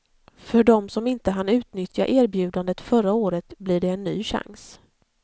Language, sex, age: Swedish, female, 40